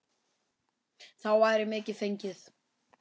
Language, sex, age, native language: Icelandic, male, 10, Icelandic